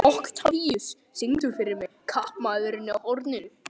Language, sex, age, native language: Icelandic, male, 11, Icelandic